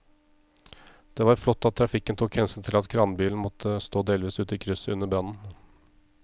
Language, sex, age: Norwegian, male, 34